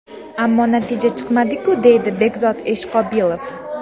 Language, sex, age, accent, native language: Uzbek, female, 18-24, Namangan, Uzbek